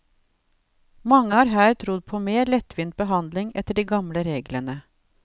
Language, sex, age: Norwegian, female, 52